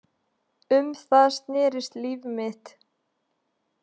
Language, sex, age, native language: Icelandic, female, 20-29, Icelandic